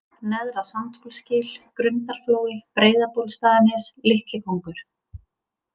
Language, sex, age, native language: Icelandic, female, 30-39, Icelandic